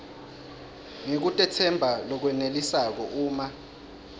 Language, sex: Swati, male